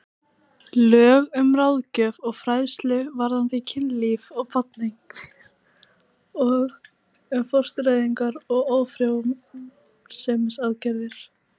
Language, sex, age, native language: Icelandic, female, 18-19, Icelandic